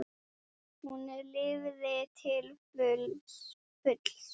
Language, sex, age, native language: Icelandic, female, 8, Icelandic